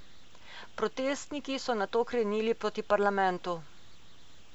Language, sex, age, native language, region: Slovenian, female, 50-59, Slovenian, Coastal Karst region